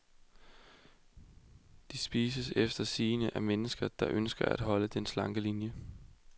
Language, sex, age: Danish, male, 20